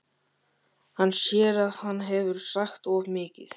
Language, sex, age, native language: Icelandic, male, 13, Icelandic